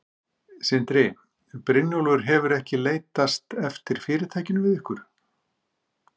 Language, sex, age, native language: Icelandic, male, 50-59, Icelandic